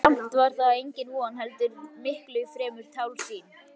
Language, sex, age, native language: Icelandic, female, 11, Icelandic